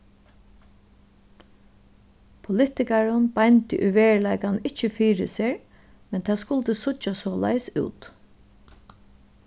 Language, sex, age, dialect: Faroese, female, 36-60, Suðuroy